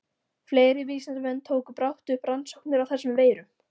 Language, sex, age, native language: Icelandic, female, 14, Icelandic